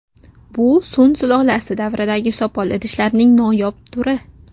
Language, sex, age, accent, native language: Uzbek, female, 19-29, Navoiy, Uzbek